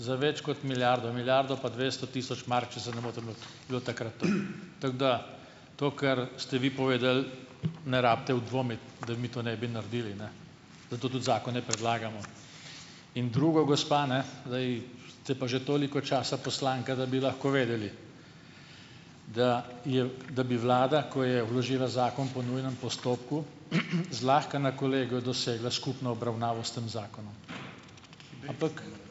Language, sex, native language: Slovenian, male, Slovenian